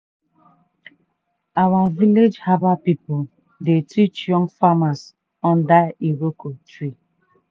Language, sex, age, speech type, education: Nigerian Pidgin, female, 30-45, spontaneous, tertiary